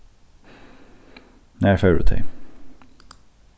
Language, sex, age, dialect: Faroese, male, 15-35, Norðurstreymoy/Eysturoy